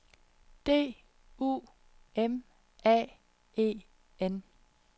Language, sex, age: Danish, female, 30